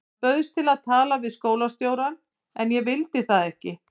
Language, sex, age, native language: Icelandic, female, 50-59, Icelandic